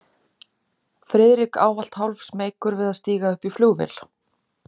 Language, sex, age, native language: Icelandic, female, 30-39, Icelandic